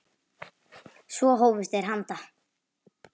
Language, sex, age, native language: Icelandic, female, 9, Icelandic